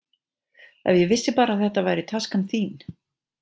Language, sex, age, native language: Icelandic, female, 40-49, Icelandic